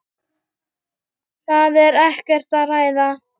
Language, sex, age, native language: Icelandic, male, 8, Icelandic